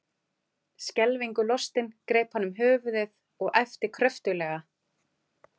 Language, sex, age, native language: Icelandic, female, 40-49, Icelandic